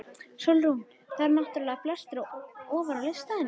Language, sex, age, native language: Icelandic, female, 13, Icelandic